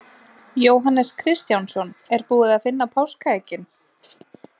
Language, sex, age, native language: Icelandic, female, 20-29, Icelandic